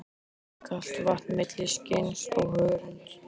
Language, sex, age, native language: Icelandic, male, 13, Icelandic